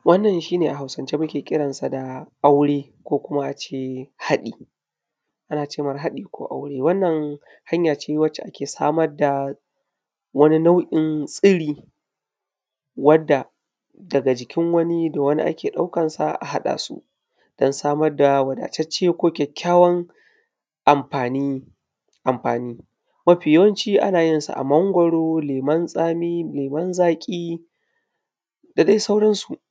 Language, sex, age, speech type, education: Hausa, male, 15-29, spontaneous, primary